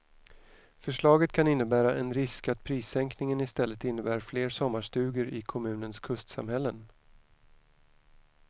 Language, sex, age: Swedish, male, 41